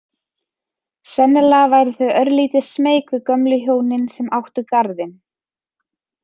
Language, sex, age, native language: Icelandic, female, 30-39, Icelandic